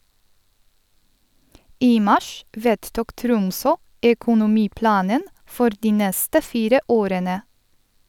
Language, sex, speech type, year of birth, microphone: Norwegian, female, read, 1986, Sennheiser